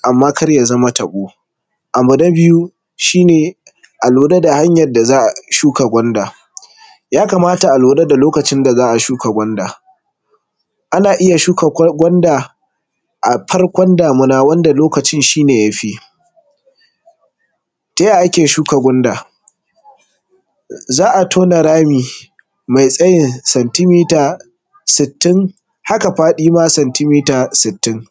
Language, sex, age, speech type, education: Hausa, male, 15-29, spontaneous, tertiary